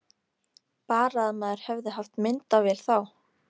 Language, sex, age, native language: Icelandic, female, 13, Icelandic